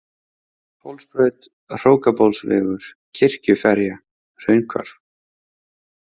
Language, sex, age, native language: Icelandic, male, 30-39, Icelandic